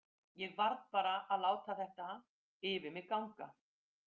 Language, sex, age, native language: Icelandic, female, 50-59, Icelandic